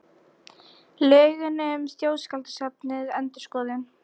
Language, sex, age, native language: Icelandic, female, 40-49, Icelandic